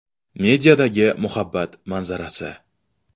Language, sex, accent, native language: Uzbek, male, Navoiy, Uzbek